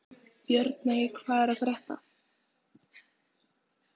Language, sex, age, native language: Icelandic, female, 15, Icelandic